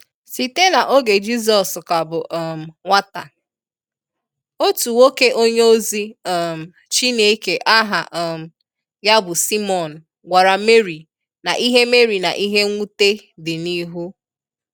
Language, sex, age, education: Igbo, female, 15-29, tertiary